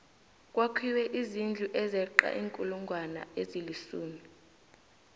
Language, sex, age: South Ndebele, female, 18